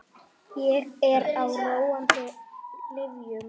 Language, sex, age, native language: Icelandic, female, 7, Icelandic